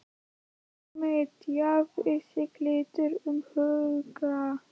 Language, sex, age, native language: Icelandic, male, 11, Icelandic